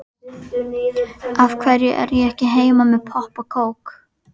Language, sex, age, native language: Icelandic, female, 11, Icelandic